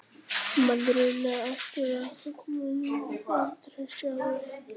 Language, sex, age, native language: Icelandic, female, 50-59, Icelandic